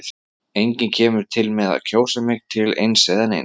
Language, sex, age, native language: Icelandic, male, 30-39, Icelandic